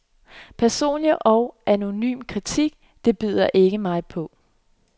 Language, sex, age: Danish, female, 26